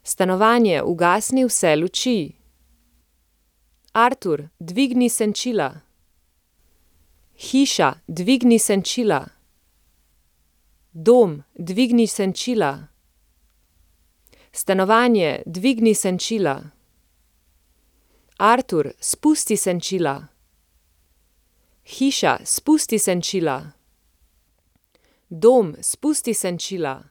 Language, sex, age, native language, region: Slovenian, female, 30-49, Slovenian, Central Slovenia